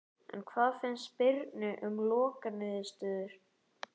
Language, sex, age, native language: Icelandic, male, 11, Icelandic